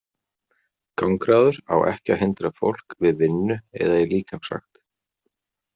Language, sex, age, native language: Icelandic, male, 40-49, Icelandic